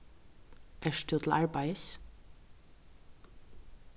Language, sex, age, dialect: Faroese, female, 36-60, Vágar